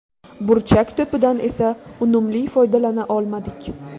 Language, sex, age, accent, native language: Uzbek, female, 18-24, Buxoro, Uzbek